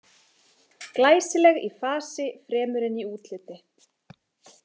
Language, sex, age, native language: Icelandic, female, 20-29, Icelandic